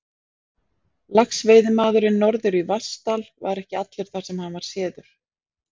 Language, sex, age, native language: Icelandic, female, 40-49, Icelandic